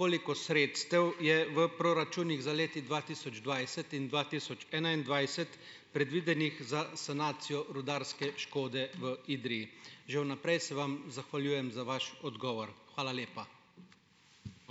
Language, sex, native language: Slovenian, male, Slovenian